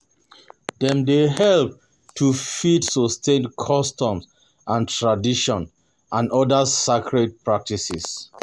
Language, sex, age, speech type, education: Nigerian Pidgin, male, 30-45, spontaneous, tertiary